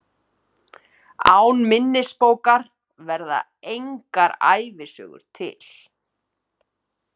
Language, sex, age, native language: Icelandic, female, 50-59, Icelandic